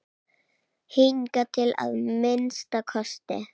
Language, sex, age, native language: Icelandic, female, 8, Icelandic